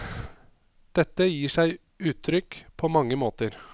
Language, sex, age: Norwegian, male, 27